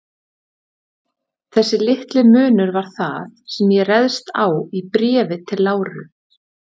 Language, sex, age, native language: Icelandic, female, 30-39, Icelandic